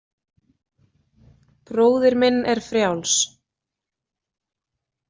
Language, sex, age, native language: Icelandic, female, 30-39, Icelandic